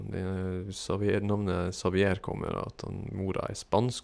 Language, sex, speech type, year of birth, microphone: Norwegian, male, spontaneous, 1972, Shure